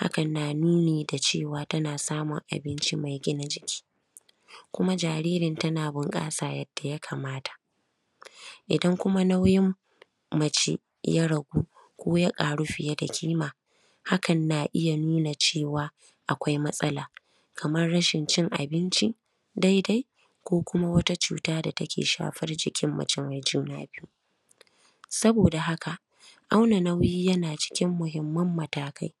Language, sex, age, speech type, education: Hausa, female, 30-45, spontaneous, primary